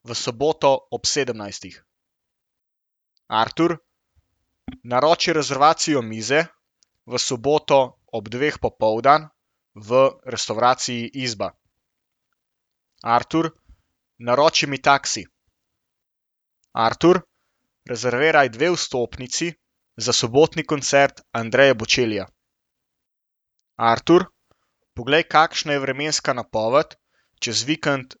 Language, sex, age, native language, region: Slovenian, male, 18-29, Slovenian, Central Slovenia